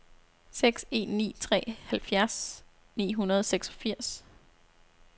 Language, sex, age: Danish, female, 26